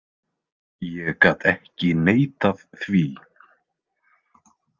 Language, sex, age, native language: Icelandic, male, 20-29, Icelandic